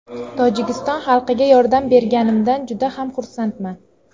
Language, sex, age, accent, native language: Uzbek, female, 18-24, Namangan, Uzbek